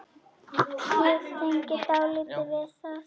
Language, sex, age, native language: Icelandic, female, 9, Icelandic